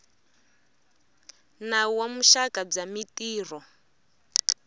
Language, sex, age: Tsonga, female, 24